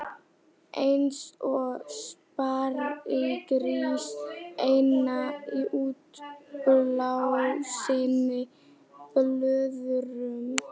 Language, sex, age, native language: Icelandic, female, 12, Icelandic